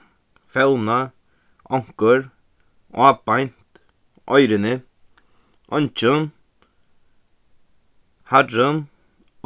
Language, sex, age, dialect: Faroese, male, 15-35, Suðuroy